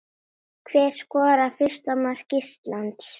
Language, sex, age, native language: Icelandic, female, 10, Icelandic